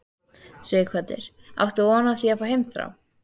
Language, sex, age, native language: Icelandic, female, 13, Icelandic